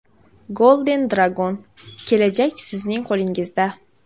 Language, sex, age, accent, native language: Uzbek, female, 18-24, Samarqand, Uzbek